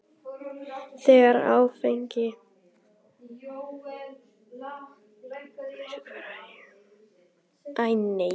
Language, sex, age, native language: Icelandic, male, 10, Icelandic